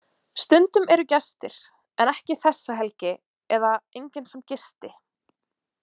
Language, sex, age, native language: Icelandic, female, 20-29, Icelandic